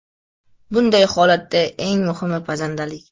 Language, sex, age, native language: Uzbek, male, 12-17, Uzbek